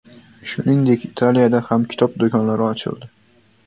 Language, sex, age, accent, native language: Uzbek, male, 18-24, Xorazm, Uzbek